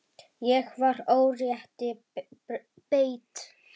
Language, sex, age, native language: Icelandic, female, 10, Icelandic